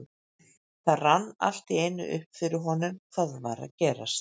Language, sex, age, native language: Icelandic, female, 50-59, Icelandic